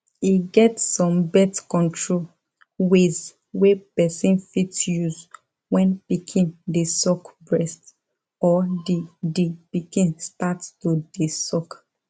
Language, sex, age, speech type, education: Nigerian Pidgin, female, 15-29, spontaneous, tertiary